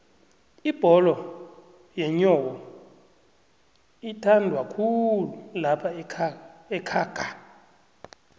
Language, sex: South Ndebele, male